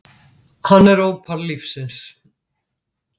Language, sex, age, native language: Icelandic, female, 60-69, Icelandic